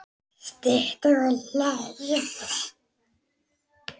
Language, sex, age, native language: Icelandic, male, 9, Icelandic